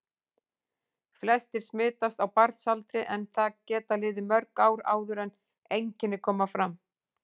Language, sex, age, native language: Icelandic, female, 40-49, Icelandic